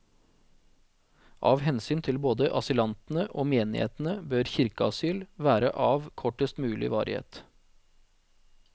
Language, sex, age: Norwegian, male, 40